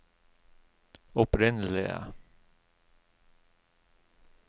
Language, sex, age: Norwegian, male, 36